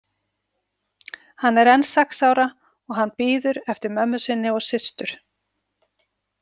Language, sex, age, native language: Icelandic, female, 40-49, Icelandic